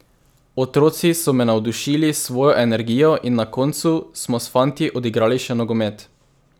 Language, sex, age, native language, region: Slovenian, male, 18-29, Slovenian, Drava region